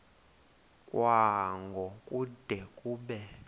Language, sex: Xhosa, male